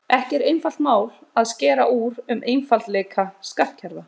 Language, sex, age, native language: Icelandic, male, 30-39, Icelandic